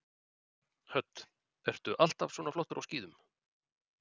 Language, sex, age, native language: Icelandic, male, 40-49, Icelandic